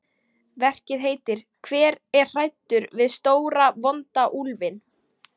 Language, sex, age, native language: Icelandic, female, 18-19, Icelandic